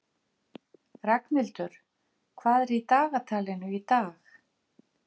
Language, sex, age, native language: Icelandic, female, 50-59, Icelandic